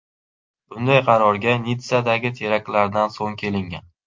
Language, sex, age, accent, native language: Uzbek, male, 18-24, Farg'ona, Uzbek